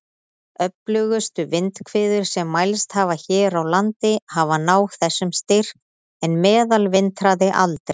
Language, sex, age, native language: Icelandic, female, 30-39, Icelandic